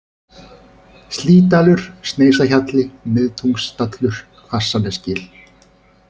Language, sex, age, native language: Icelandic, male, 30-39, Icelandic